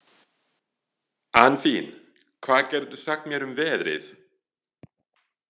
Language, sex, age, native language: Icelandic, male, 40-49, French